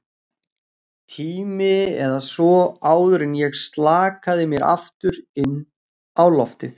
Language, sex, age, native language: Icelandic, male, 40-49, Icelandic